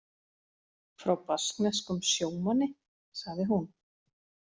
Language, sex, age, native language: Icelandic, female, 40-49, Icelandic